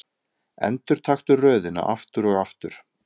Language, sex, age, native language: Icelandic, male, 30-39, Icelandic